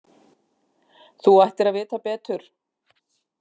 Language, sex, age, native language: Icelandic, female, 50-59, Icelandic